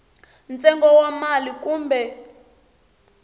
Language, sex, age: Tsonga, female, 22